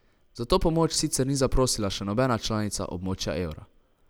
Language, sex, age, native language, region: Slovenian, male, 18-29, Slovenian, Savinja region